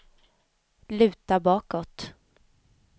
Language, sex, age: Swedish, female, 31